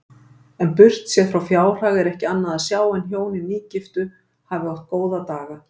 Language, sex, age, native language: Icelandic, female, 50-59, Icelandic